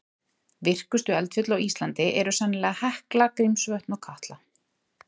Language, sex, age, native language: Icelandic, female, 30-39, Icelandic